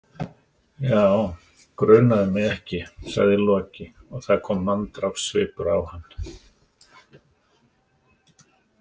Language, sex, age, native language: Icelandic, male, 60-69, Icelandic